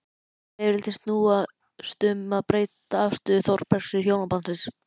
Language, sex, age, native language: Icelandic, male, 12, Icelandic